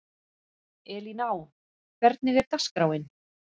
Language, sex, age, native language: Icelandic, female, 40-49, Icelandic